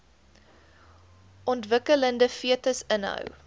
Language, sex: Afrikaans, female